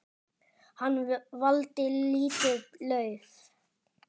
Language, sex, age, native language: Icelandic, male, 10, Icelandic